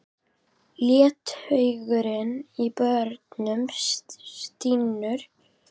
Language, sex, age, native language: Icelandic, female, 18-19, Icelandic